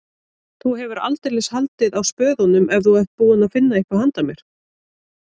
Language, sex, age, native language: Icelandic, female, 30-39, Icelandic